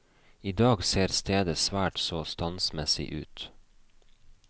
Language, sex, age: Norwegian, male, 29